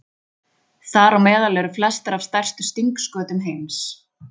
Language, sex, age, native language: Icelandic, female, 20-29, Icelandic